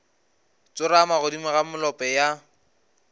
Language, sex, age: Northern Sotho, male, 19